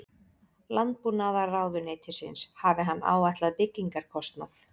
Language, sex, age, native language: Icelandic, female, 30-39, Icelandic